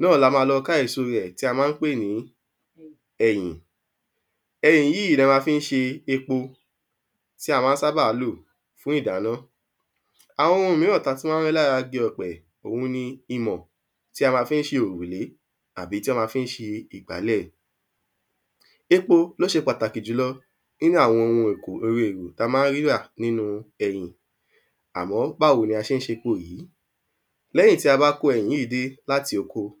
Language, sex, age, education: Yoruba, male, 15-29, tertiary